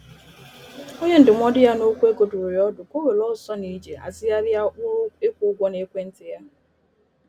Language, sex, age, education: Igbo, female, 30-45, tertiary